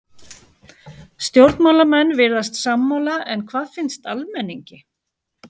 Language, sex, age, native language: Icelandic, female, 11, Icelandic